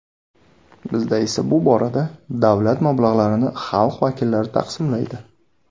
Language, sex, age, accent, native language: Uzbek, male, 19-29, Samarqand, Uzbek